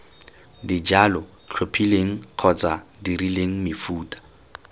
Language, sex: Tswana, male